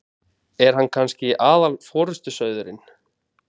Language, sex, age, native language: Icelandic, male, 20-29, Icelandic